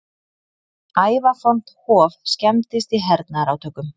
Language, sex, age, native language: Icelandic, female, 30-39, Icelandic